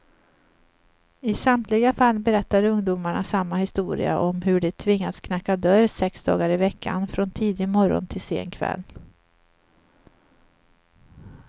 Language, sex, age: Swedish, female, 38